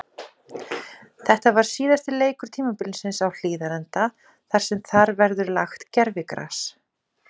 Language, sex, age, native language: Icelandic, female, 40-49, Icelandic